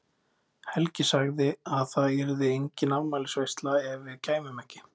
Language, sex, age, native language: Icelandic, male, 20-29, Icelandic